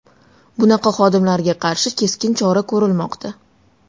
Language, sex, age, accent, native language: Uzbek, female, 19-29, Toshkent shahri, Uzbek